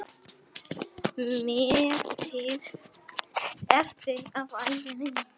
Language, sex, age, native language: Icelandic, male, 9, Icelandic